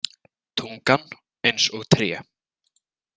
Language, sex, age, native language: Icelandic, male, 20-29, Icelandic